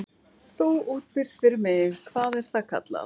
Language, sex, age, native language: Icelandic, female, 11, Icelandic